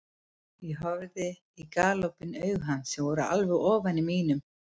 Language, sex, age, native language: Icelandic, female, 50-59, Icelandic